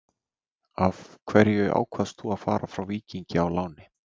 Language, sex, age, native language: Icelandic, male, 30-39, Icelandic